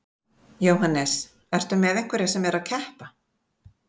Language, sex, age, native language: Icelandic, female, 50-59, Icelandic